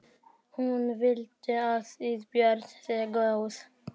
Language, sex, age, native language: Icelandic, male, 12, Icelandic